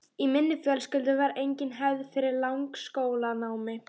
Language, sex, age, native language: Icelandic, female, 12, Icelandic